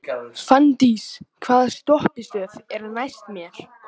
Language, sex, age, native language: Icelandic, male, 18-19, Icelandic